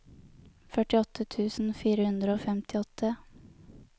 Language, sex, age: Norwegian, female, 23